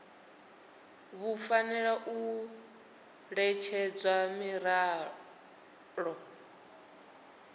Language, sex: Venda, female